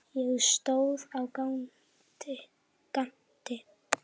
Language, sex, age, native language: Icelandic, female, 9, Icelandic